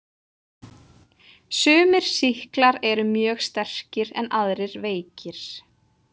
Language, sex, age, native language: Icelandic, female, 20-29, Polish